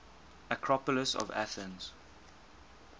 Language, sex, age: English, male, 19